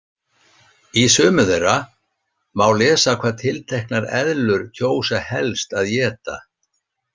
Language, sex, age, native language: Icelandic, male, 60-69, Icelandic